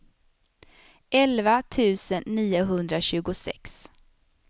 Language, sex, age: Swedish, female, 27